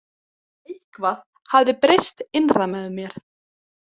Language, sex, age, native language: Icelandic, female, 18-19, Icelandic